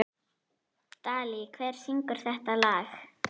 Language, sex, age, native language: Icelandic, female, 40-49, Icelandic